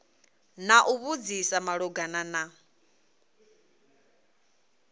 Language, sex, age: Venda, female, 22